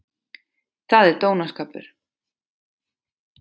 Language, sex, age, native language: Icelandic, female, 40-49, Icelandic